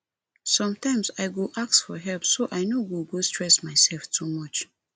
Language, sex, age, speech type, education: Nigerian Pidgin, female, 30-45, spontaneous, tertiary